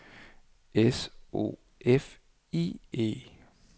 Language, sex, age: Danish, male, 39